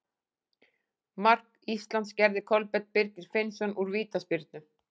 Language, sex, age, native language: Icelandic, female, 40-49, Icelandic